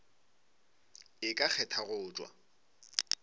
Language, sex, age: Northern Sotho, male, 25